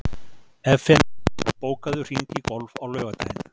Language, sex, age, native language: Icelandic, male, 40-49, Icelandic